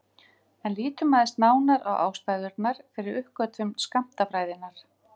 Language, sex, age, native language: Icelandic, female, 50-59, Icelandic